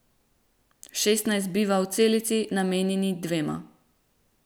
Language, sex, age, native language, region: Slovenian, female, 18-29, Slovenian, Central Slovenia